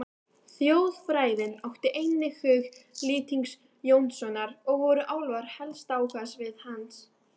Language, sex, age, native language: Icelandic, female, 18-19, Icelandic